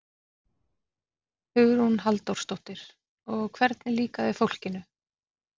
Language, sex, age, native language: Icelandic, female, 40-49, Icelandic